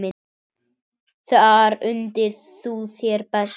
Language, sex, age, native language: Icelandic, male, 9, Icelandic